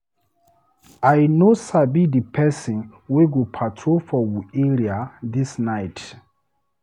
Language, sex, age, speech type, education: Nigerian Pidgin, male, 30-45, read, tertiary